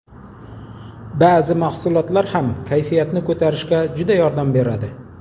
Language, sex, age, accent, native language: Uzbek, male, 40-49, Jizzax, Uzbek